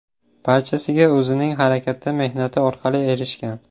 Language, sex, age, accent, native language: Uzbek, male, 18-24, Samarqand, Uzbek